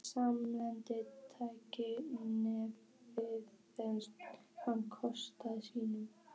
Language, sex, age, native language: Icelandic, female, 14, Icelandic